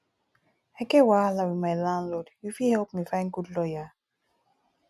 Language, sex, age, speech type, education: Nigerian Pidgin, female, 15-29, spontaneous, tertiary